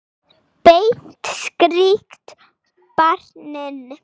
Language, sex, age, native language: Icelandic, female, 8, Icelandic